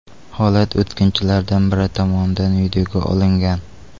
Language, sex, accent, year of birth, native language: Uzbek, male, Xorazm, 2002, Uzbek